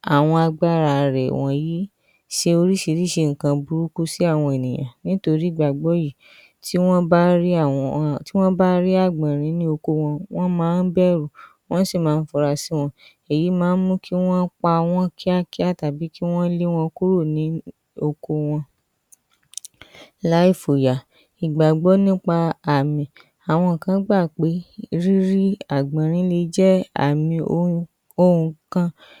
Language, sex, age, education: Yoruba, female, 30-45, tertiary